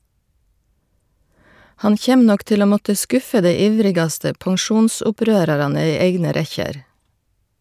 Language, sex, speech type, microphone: Norwegian, female, read, Shure